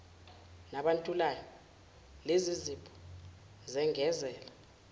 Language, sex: Zulu, female